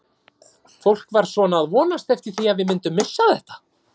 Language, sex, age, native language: Icelandic, male, 30-39, Icelandic